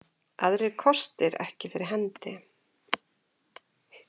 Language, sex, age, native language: Icelandic, female, 40-49, Icelandic